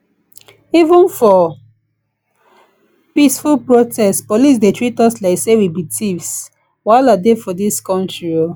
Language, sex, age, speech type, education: Nigerian Pidgin, female, 15-29, spontaneous, tertiary